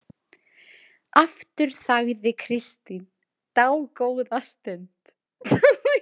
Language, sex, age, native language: Icelandic, female, 20-29, Icelandic